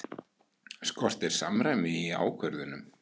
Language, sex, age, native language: Icelandic, male, 18-19, Icelandic